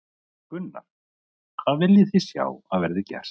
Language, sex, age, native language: Icelandic, male, 30-39, Icelandic